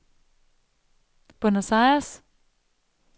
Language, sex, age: Danish, female, 35